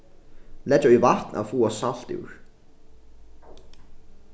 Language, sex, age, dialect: Faroese, male, 15-35, Norðuroyggjar